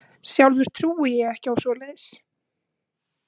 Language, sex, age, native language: Icelandic, female, 20-29, Icelandic